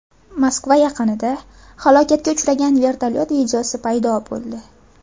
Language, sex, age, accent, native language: Uzbek, female, under 19, Farg'ona, Uzbek